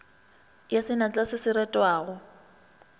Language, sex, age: Northern Sotho, female, 21